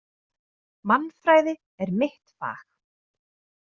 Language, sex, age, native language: Icelandic, female, 30-39, Icelandic